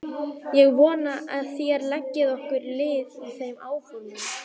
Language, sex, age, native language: Icelandic, female, 12, Icelandic